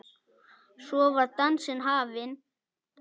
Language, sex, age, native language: Icelandic, male, 9, Icelandic